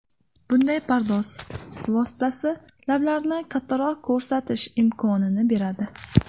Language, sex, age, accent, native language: Uzbek, female, 18-24, Namangan, Uzbek